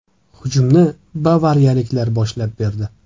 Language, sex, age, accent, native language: Uzbek, male, 25-34, Toshkent viloyati, Uzbek